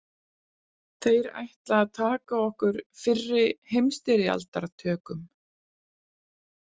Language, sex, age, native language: Icelandic, female, 40-49, Icelandic